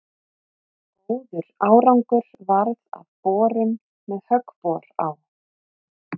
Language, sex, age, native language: Icelandic, female, 30-39, Icelandic